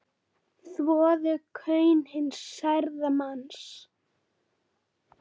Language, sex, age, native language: Icelandic, female, 9, Icelandic